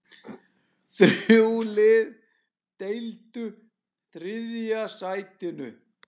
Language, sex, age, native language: Icelandic, male, 10, Icelandic